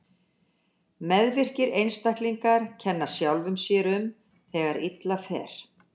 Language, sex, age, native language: Icelandic, female, 60-69, Icelandic